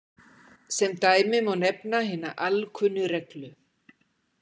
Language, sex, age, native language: Icelandic, female, 60-69, Icelandic